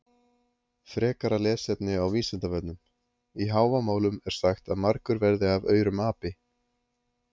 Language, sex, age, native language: Icelandic, male, 30-39, Icelandic